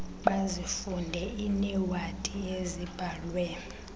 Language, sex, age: Xhosa, female, 24